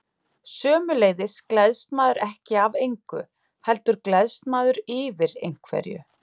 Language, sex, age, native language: Icelandic, female, 30-39, Icelandic